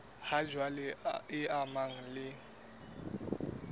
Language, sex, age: Southern Sotho, male, 19